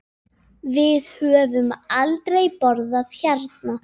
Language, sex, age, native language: Icelandic, female, 10, Icelandic